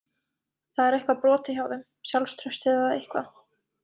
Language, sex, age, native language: Icelandic, female, 20-29, Icelandic